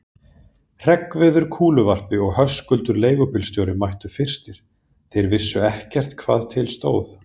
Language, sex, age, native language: Icelandic, male, 30-39, Icelandic